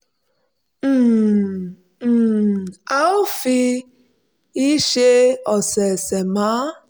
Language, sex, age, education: Yoruba, female, 30-45, tertiary